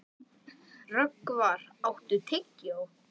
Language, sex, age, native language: Icelandic, male, 11, Icelandic